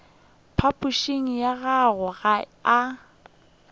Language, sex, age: Northern Sotho, female, 21